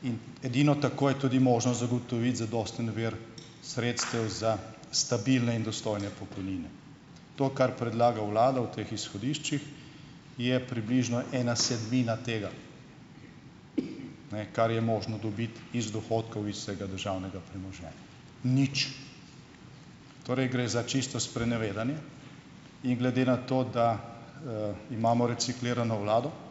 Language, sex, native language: Slovenian, male, Slovenian